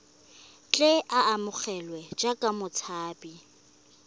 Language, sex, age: Tswana, female, 20